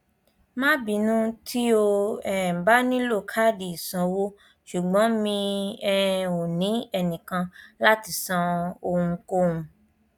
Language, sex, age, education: Yoruba, female, 15-29, primary